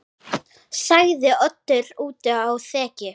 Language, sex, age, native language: Icelandic, female, 9, Icelandic